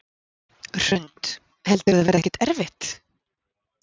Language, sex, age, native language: Icelandic, female, 40-49, Icelandic